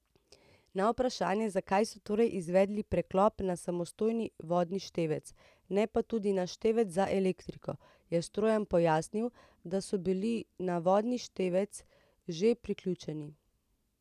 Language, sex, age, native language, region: Slovenian, female, 30-49, Slovenian, Central Slovenia